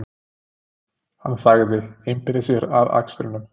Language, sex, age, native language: Icelandic, male, 30-39, Icelandic